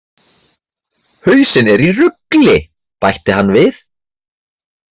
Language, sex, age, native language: Icelandic, male, 30-39, Icelandic